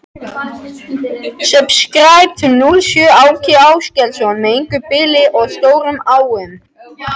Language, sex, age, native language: Icelandic, other, 13, Icelandic